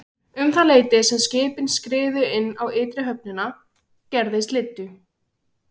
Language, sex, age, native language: Icelandic, female, 16, Icelandic